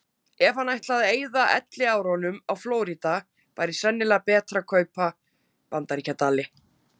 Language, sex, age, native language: Icelandic, female, 30-39, Icelandic